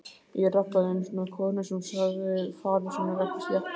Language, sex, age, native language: Icelandic, male, 18-19, Icelandic